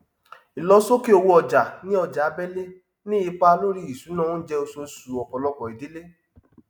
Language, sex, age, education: Yoruba, male, 30-45, tertiary